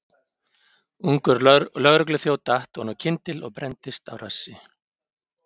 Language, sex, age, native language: Icelandic, male, 50-59, Icelandic